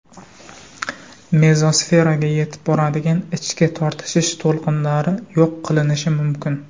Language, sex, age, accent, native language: Uzbek, male, 19-29, Surxondaryo, Uzbek